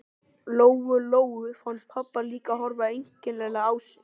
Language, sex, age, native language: Icelandic, male, 13, Icelandic